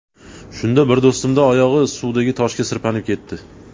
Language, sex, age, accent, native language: Uzbek, male, 19-29, Andijon, Uzbek